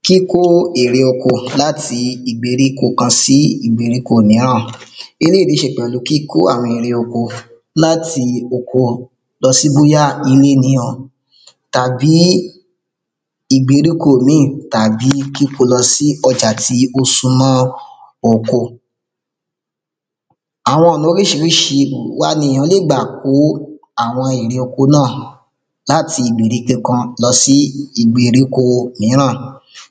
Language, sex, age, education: Yoruba, male, 30-45, secondary